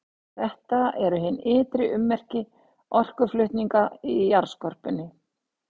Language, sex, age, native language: Icelandic, female, 60-69, Icelandic